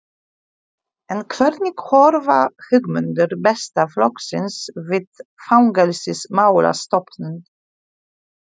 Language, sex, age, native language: Icelandic, female, 40-49, Polish